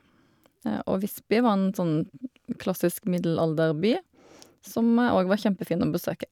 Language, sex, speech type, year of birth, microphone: Norwegian, female, spontaneous, 1972, Shure